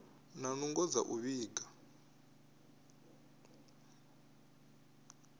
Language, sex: Venda, male